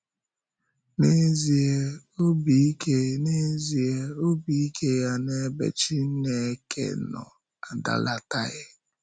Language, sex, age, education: Igbo, male, 15-29, secondary